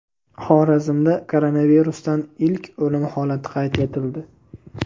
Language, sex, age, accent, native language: Uzbek, male, 18-24, Andijon, Uzbek